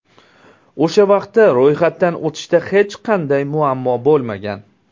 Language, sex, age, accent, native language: Uzbek, male, 19-29, Surxondaryo, Uzbek